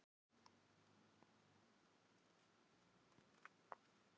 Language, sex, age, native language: Icelandic, female, 40-49, Filipino